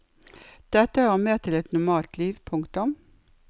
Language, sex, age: Norwegian, female, 56